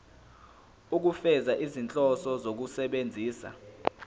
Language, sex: Zulu, male